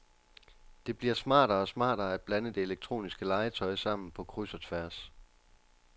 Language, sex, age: Danish, male, 29